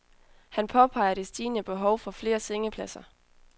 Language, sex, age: Danish, female, 20